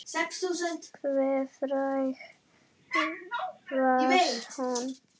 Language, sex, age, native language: Icelandic, female, 9, Icelandic